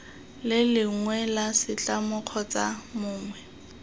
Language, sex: Tswana, female